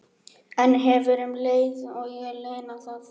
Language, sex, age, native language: Icelandic, male, 11, Icelandic